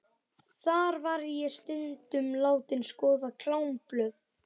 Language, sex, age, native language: Icelandic, male, 11, Icelandic